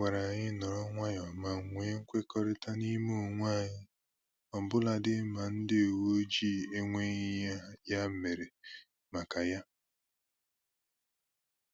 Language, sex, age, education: Igbo, male, 15-29, tertiary